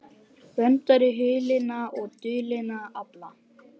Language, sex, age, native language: Icelandic, male, 18-19, Icelandic